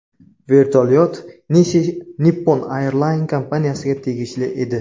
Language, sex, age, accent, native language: Uzbek, male, 18-24, Surxondaryo, Uzbek